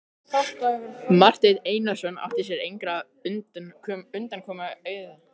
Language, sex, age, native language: Icelandic, male, 13, Icelandic